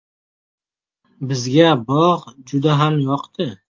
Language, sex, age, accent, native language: Uzbek, male, 18-24, Farg'ona, Uzbek